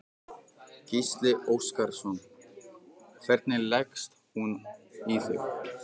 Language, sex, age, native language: Icelandic, male, 15, Icelandic